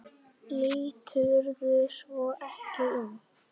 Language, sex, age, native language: Icelandic, male, 9, Icelandic